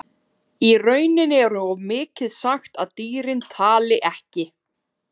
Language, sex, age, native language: Icelandic, female, 30-39, Icelandic